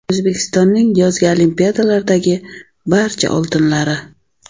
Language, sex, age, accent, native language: Uzbek, female, 35+, Navoiy, Uzbek